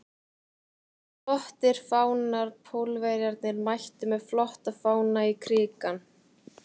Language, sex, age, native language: Icelandic, female, 18-19, Icelandic